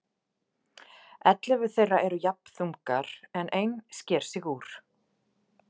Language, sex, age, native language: Icelandic, female, 40-49, Icelandic